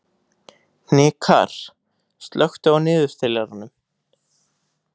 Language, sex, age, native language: Icelandic, male, 18-19, Icelandic